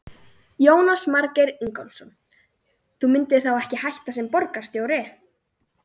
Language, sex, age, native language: Icelandic, male, 40-49, Icelandic